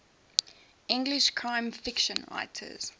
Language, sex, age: English, female, 18